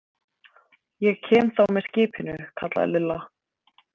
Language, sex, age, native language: Icelandic, female, 20-29, Icelandic